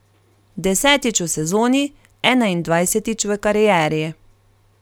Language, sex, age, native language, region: Slovenian, female, 30-49, Slovenian, Carinthia region